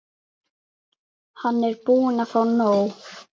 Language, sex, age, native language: Icelandic, female, 11, Icelandic